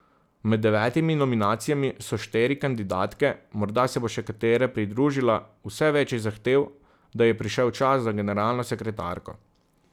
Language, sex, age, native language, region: Slovenian, male, 30-49, Slovenian, Southeast Slovenia